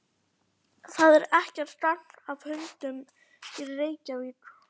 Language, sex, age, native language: Icelandic, female, 11, Icelandic